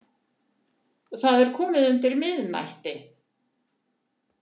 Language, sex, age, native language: Icelandic, female, 70-79, Icelandic